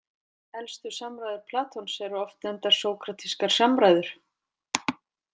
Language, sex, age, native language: Icelandic, female, 40-49, Icelandic